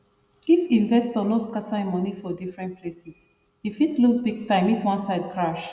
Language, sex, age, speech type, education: Nigerian Pidgin, female, 30-45, spontaneous, tertiary